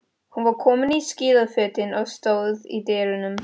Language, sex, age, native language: Icelandic, female, 13, Spanish